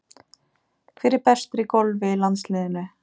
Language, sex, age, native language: Icelandic, female, 30-39, Icelandic